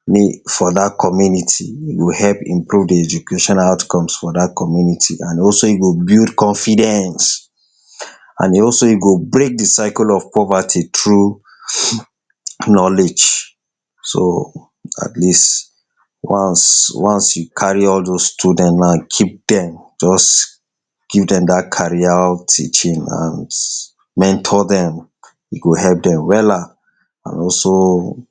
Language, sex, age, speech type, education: Nigerian Pidgin, male, 60+, spontaneous, tertiary